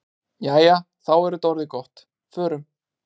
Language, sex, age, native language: Icelandic, male, 30-39, Icelandic